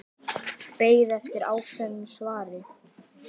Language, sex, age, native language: Icelandic, male, 10, Icelandic